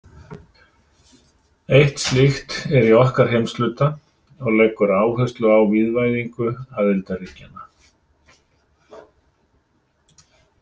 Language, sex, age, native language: Icelandic, male, 60-69, Icelandic